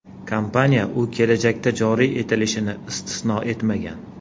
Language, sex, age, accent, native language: Uzbek, male, 40-49, Andijon, Uzbek